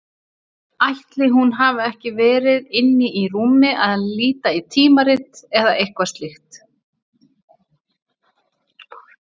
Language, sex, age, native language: Icelandic, female, 30-39, Icelandic